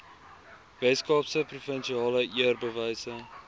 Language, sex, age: Afrikaans, male, 19